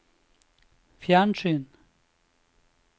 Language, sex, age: Norwegian, male, 26